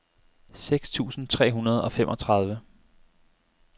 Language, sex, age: Danish, male, 25